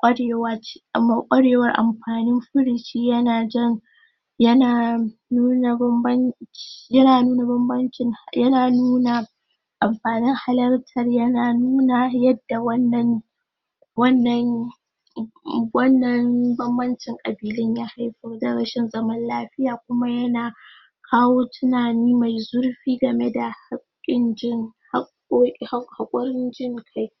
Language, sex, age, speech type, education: Hausa, female, 15-29, spontaneous, tertiary